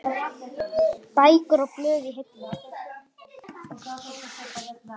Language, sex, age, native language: Icelandic, male, 8, Icelandic